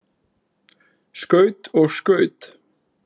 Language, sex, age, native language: Icelandic, male, 20-29, Icelandic